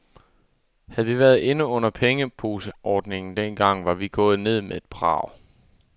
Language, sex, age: Danish, male, 24